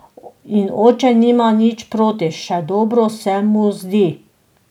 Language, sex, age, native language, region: Slovenian, female, 50-59, Slovenian, Drava region